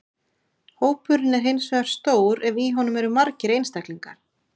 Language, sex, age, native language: Icelandic, female, 30-39, Icelandic